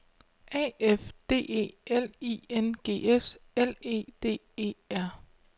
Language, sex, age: Danish, female, 25